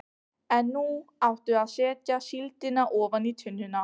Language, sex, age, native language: Icelandic, other, 15, Icelandic